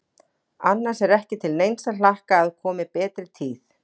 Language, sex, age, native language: Icelandic, female, 40-49, Icelandic